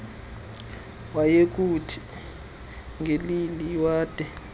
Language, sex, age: Xhosa, male, 21